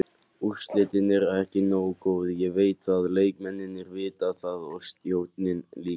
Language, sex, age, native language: Icelandic, male, 18-19, Icelandic